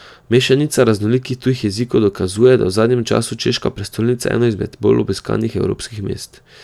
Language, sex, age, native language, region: Slovenian, male, 18-29, Slovenian, Drava region